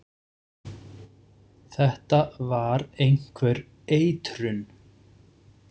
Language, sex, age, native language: Icelandic, male, 6, Icelandic